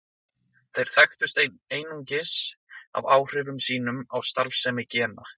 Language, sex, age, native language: Icelandic, male, 20-29, Icelandic